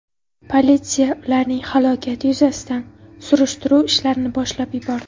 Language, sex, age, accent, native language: Uzbek, female, under 19, Qashqadaryo, Uzbek